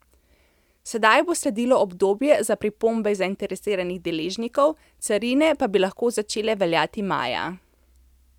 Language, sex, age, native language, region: Slovenian, female, 30-49, Slovenian, Central Slovenia